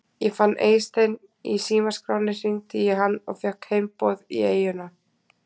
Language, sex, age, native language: Icelandic, female, 20-29, Icelandic